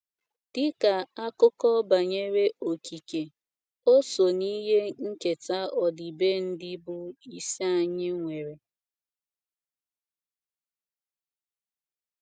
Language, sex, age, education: Igbo, female, 15-29, tertiary